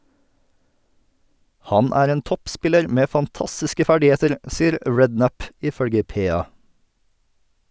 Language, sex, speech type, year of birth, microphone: Norwegian, male, read, 1989, Sennheiser